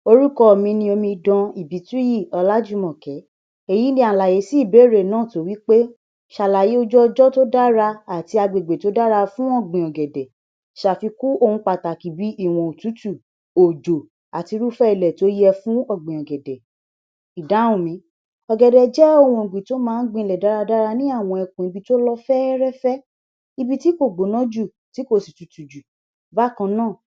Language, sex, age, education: Yoruba, male, 60+, tertiary